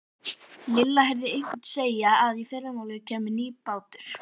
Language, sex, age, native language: Icelandic, female, 11, Icelandic